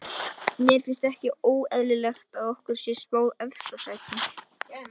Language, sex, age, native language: Icelandic, male, 18-19, Icelandic